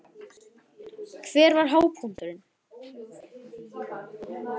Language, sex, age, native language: Icelandic, male, 12, Icelandic